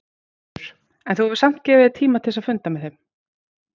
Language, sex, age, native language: Icelandic, female, 40-49, Icelandic